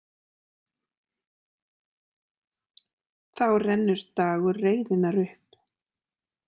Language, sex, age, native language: Icelandic, female, 40-49, Icelandic